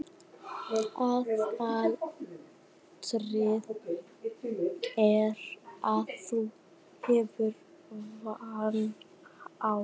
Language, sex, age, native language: Icelandic, female, 11, Icelandic